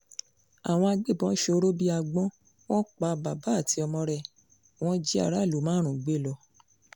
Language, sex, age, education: Yoruba, female, 15-29, secondary